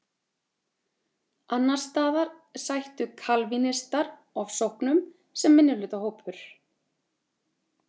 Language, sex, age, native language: Icelandic, female, 30-39, Icelandic